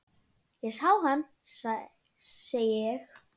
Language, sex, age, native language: Icelandic, female, 10, Icelandic